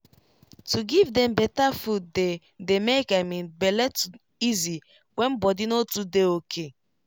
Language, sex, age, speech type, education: Nigerian Pidgin, female, 15-29, spontaneous, tertiary